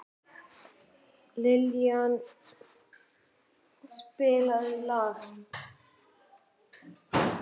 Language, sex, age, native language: Icelandic, male, 12, Icelandic